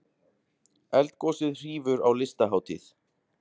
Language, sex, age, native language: Icelandic, male, 20-29, Icelandic